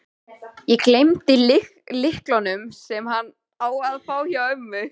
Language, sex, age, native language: Icelandic, female, 13, Icelandic